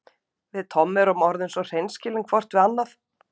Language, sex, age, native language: Icelandic, female, 50-59, Icelandic